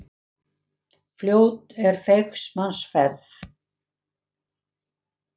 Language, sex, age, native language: Icelandic, female, 70-79, Icelandic